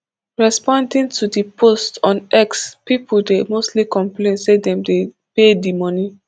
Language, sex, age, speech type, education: Nigerian Pidgin, female, 15-29, spontaneous, tertiary